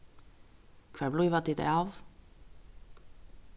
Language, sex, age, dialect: Faroese, female, 36-60, Vágar